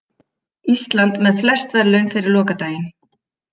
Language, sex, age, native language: Icelandic, female, 50-59, Icelandic